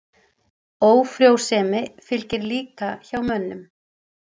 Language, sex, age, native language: Icelandic, female, 40-49, Icelandic